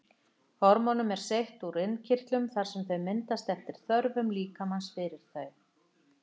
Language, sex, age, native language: Icelandic, female, 50-59, Icelandic